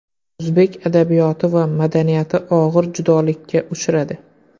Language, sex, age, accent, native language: Uzbek, male, 25-34, Qoraqalpog'iston, Uzbek